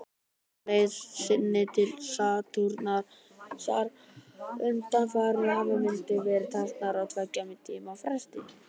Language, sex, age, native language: Icelandic, male, 18-19, Icelandic